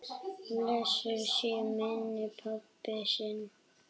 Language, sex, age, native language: Icelandic, female, 8, Icelandic